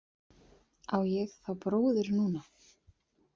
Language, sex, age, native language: Icelandic, female, 30-39, Icelandic